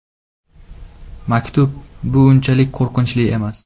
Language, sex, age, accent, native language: Uzbek, male, 18-24, Namangan, Uzbek